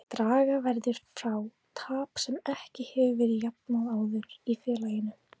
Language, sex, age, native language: Icelandic, female, 18-19, Icelandic